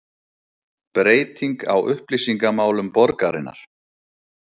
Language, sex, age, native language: Icelandic, male, 30-39, Icelandic